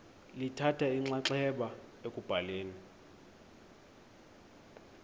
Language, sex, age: Xhosa, male, 20